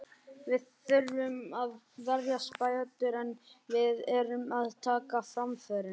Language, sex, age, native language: Icelandic, male, 18-19, Icelandic